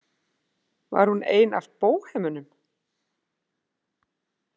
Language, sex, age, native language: Icelandic, female, 30-39, Icelandic